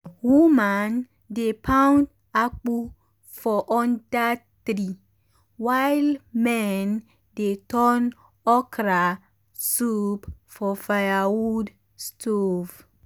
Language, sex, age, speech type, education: Nigerian Pidgin, female, 15-29, spontaneous, tertiary